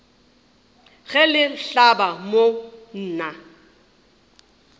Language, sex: Northern Sotho, female